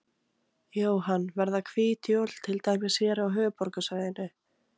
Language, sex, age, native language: Icelandic, female, 18-19, Icelandic